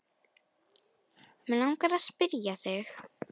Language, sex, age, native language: Icelandic, female, 10, Icelandic